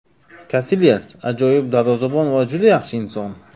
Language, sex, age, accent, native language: Uzbek, male, 25-34, Navoiy, Uzbek